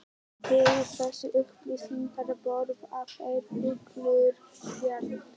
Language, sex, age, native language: Icelandic, male, 11, Icelandic